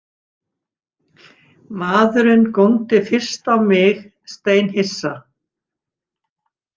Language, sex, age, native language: Icelandic, female, 60-69, Icelandic